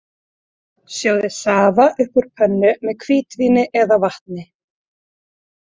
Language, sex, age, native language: Icelandic, female, 30-39, Icelandic